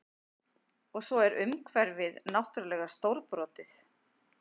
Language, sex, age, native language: Icelandic, female, 50-59, Icelandic